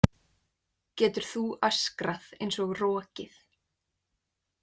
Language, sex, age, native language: Icelandic, female, 20-29, Icelandic